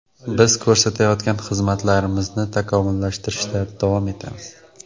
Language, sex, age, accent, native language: Uzbek, male, 18-24, Qoraqalpog'iston, Uzbek